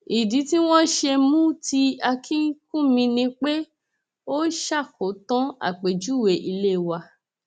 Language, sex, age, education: Yoruba, female, 30-45, tertiary